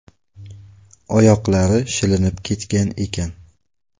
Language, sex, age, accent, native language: Uzbek, male, 18-24, Navoiy, Uzbek